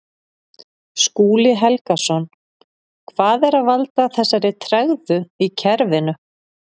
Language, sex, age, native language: Icelandic, female, 40-49, Icelandic